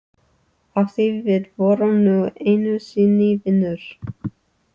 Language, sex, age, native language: Icelandic, female, 30-39, English